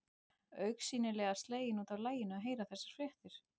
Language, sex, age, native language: Icelandic, male, 12, Icelandic